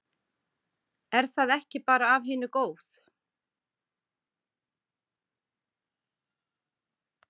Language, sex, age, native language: Icelandic, female, 40-49, Icelandic